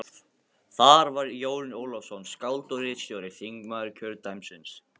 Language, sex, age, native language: Icelandic, male, 15, Icelandic